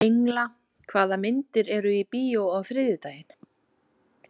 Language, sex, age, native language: Icelandic, female, 40-49, Icelandic